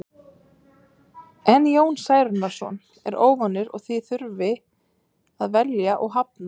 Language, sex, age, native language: Icelandic, female, 30-39, Icelandic